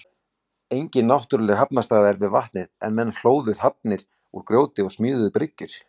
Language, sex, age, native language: Icelandic, male, 40-49, Icelandic